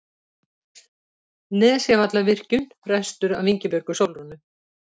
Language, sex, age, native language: Icelandic, female, 70-79, Icelandic